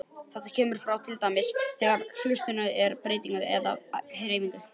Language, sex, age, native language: Icelandic, female, 50-59, Icelandic